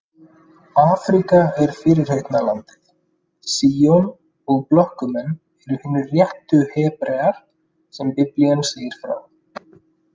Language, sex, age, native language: Icelandic, male, 30-39, Icelandic